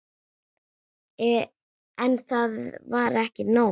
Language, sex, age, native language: Icelandic, female, 9, Icelandic